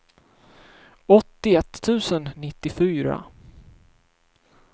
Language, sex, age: Swedish, male, 31